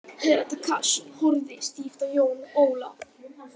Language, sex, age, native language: Icelandic, male, 18-19, Icelandic